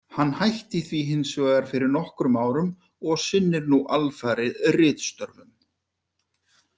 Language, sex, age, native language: Icelandic, male, 50-59, Icelandic